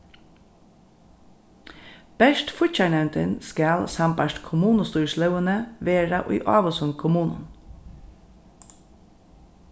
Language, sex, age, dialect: Faroese, female, 36-60, Norðurstreymoy/Eysturoy